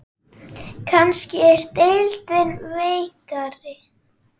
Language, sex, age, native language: Icelandic, female, 9, Icelandic